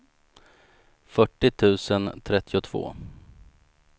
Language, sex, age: Swedish, male, 35